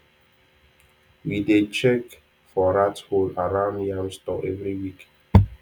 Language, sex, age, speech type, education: Nigerian Pidgin, male, 15-29, spontaneous, tertiary